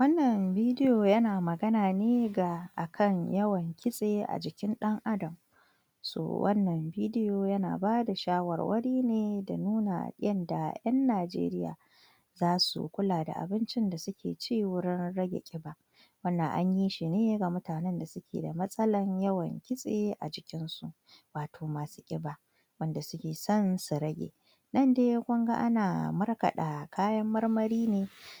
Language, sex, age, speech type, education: Hausa, female, 46-60, spontaneous, tertiary